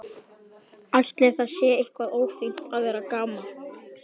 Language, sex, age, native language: Icelandic, male, 12, Icelandic